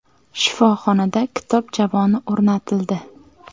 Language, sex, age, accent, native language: Uzbek, female, 18-24, Samarqand, Uzbek